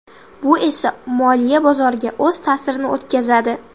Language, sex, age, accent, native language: Uzbek, female, under 19, Samarqand, Uzbek